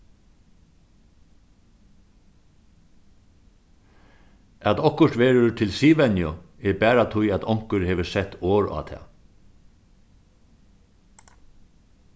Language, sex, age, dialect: Faroese, male, 36-60, Suðurstreymoy